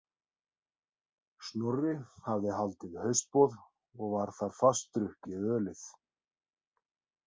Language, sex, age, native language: Icelandic, male, 30-39, Icelandic